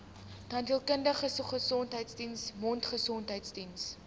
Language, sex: Afrikaans, female